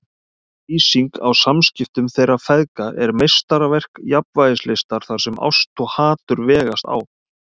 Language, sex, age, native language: Icelandic, male, 30-39, Icelandic